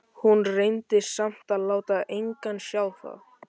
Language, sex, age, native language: Icelandic, male, 13, Icelandic